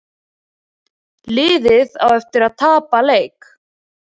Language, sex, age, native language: Icelandic, female, 20-29, Icelandic